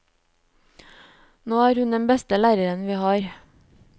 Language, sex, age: Norwegian, female, 29